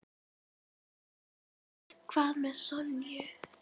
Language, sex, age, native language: Icelandic, female, 10, Icelandic